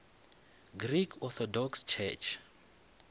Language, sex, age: Northern Sotho, male, 25